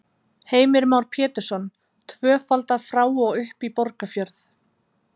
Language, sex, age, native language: Icelandic, female, 30-39, Icelandic